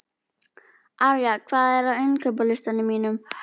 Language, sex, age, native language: Icelandic, female, 12, Icelandic